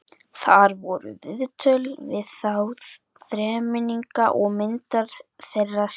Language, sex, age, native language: Icelandic, male, 11, Icelandic